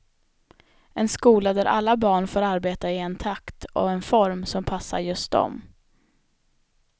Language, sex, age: Swedish, female, 25